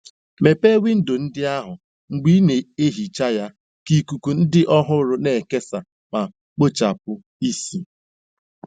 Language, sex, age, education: Igbo, male, 15-29, tertiary